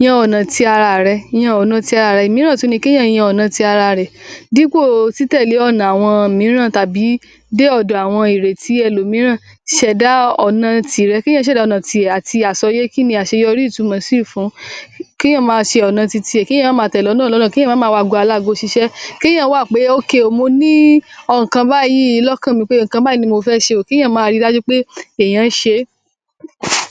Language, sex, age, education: Yoruba, male, 15-29, tertiary